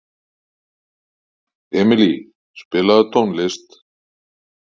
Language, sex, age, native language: Icelandic, male, 40-49, Icelandic